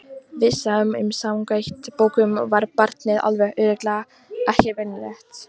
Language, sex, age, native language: Icelandic, female, 18-19, Icelandic